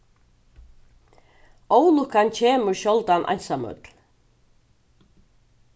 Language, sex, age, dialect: Faroese, female, 36-60, Suðurstreymoy